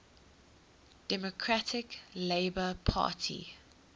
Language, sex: English, female